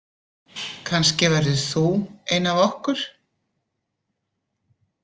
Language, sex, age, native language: Icelandic, female, 50-59, Icelandic